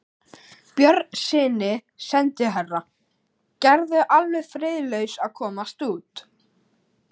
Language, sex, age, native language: Icelandic, male, 11, Icelandic